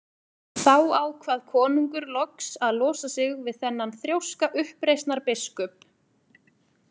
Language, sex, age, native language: Icelandic, female, 20-29, Icelandic